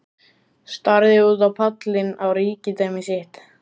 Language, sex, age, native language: Icelandic, male, 14, Icelandic